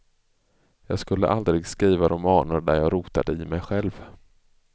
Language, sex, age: Swedish, male, 24